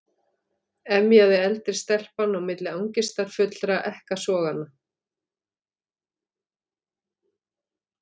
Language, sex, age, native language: Icelandic, female, 40-49, Icelandic